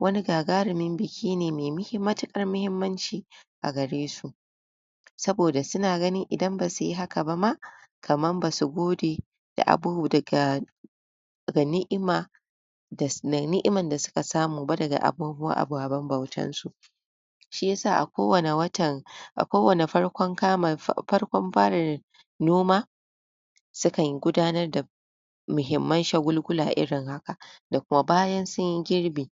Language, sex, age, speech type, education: Hausa, female, 46-60, spontaneous, tertiary